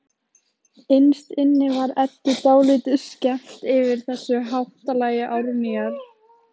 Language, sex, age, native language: Icelandic, female, 15, Icelandic